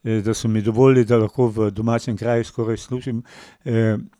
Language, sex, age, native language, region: Slovenian, male, 60+, Slovenian, Pomurje region